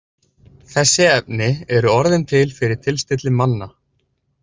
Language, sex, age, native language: Icelandic, male, 20-29, Icelandic